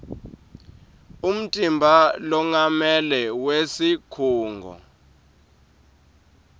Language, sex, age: Swati, male, 23